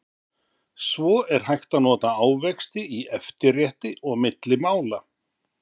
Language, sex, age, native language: Icelandic, male, 50-59, Icelandic